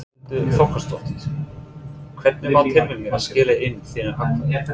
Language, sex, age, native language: Icelandic, male, 30-39, English